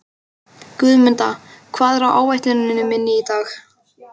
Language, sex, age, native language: Icelandic, male, 12, Icelandic